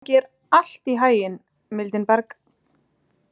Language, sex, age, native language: Icelandic, female, 20-29, Icelandic